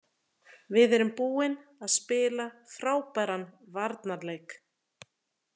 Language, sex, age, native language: Icelandic, female, 30-39, Icelandic